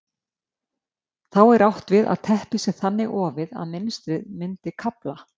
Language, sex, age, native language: Icelandic, female, 50-59, Icelandic